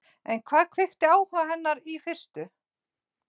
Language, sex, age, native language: Icelandic, female, 60-69, Icelandic